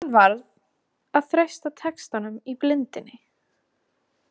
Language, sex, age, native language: Icelandic, female, 20-29, Icelandic